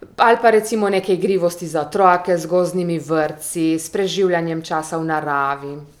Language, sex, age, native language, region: Slovenian, female, 30-49, Slovenian, Primorsko-notranjska region